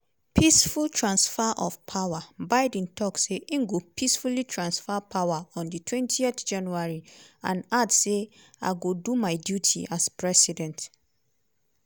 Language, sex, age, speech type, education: Nigerian Pidgin, female, 30-45, spontaneous, tertiary